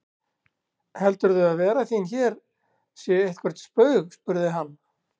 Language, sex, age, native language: Icelandic, male, 60-69, Icelandic